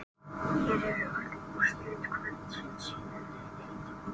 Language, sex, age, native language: Icelandic, male, 18-19, Icelandic